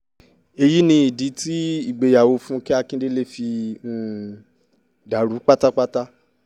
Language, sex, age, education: Yoruba, male, 15-29, tertiary